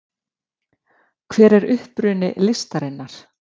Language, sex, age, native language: Icelandic, female, 50-59, Icelandic